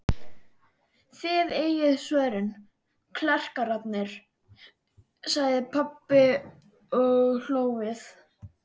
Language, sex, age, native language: Icelandic, male, 12, Icelandic